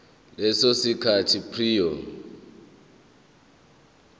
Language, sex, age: Zulu, male, 23